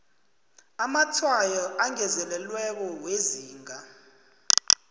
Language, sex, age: South Ndebele, male, 20